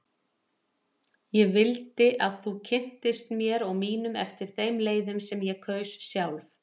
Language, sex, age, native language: Icelandic, female, 40-49, Icelandic